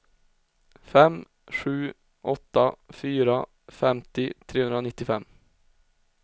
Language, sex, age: Swedish, male, 20